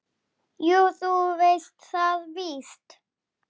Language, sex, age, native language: Icelandic, female, 8, Icelandic